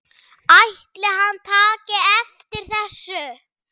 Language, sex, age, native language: Icelandic, male, 7, Icelandic